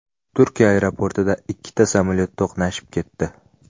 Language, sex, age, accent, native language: Uzbek, male, 18-24, Namangan, Uzbek